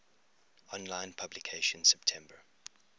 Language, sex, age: English, male, 21